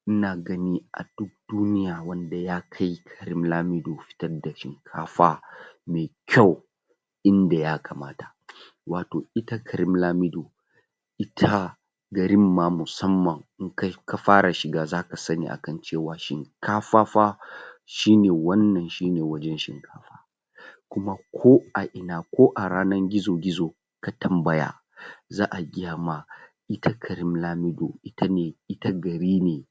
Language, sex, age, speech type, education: Hausa, male, 30-45, spontaneous, tertiary